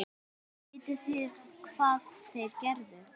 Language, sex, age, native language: Icelandic, female, 10, Icelandic